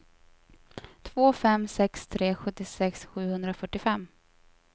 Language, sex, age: Swedish, female, 24